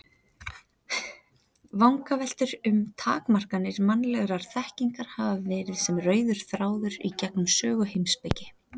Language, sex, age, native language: Icelandic, female, 30-39, Icelandic